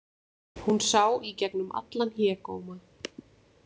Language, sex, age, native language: Icelandic, female, 20-29, Icelandic